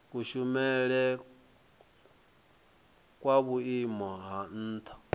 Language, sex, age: Venda, male, 23